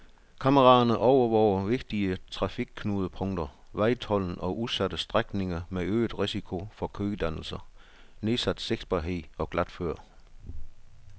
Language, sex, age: Danish, male, 62